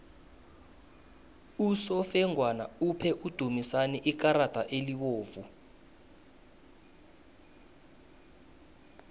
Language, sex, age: South Ndebele, male, 19